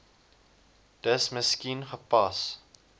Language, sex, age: Afrikaans, male, 20